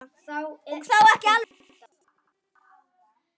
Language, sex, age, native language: Icelandic, male, 9, Icelandic